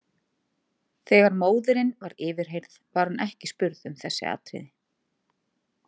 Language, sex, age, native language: Icelandic, female, 30-39, Icelandic